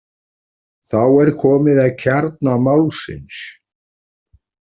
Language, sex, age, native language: Icelandic, male, 40-49, Icelandic